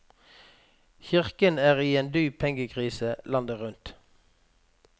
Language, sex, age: Norwegian, male, 46